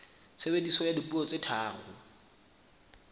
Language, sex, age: Southern Sotho, male, 24